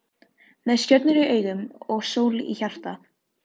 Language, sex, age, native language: Icelandic, female, 13, Filipino